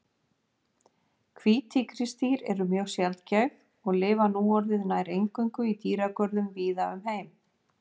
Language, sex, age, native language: Icelandic, female, 50-59, Icelandic